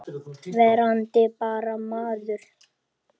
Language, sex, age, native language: Icelandic, female, 8, Icelandic